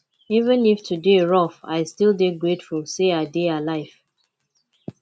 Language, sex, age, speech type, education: Nigerian Pidgin, female, 15-29, spontaneous, tertiary